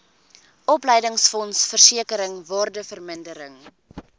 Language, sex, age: Afrikaans, female, 21